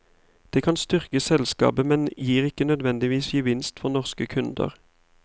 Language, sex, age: Norwegian, male, 31